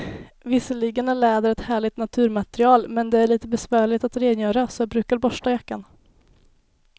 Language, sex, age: Swedish, female, 19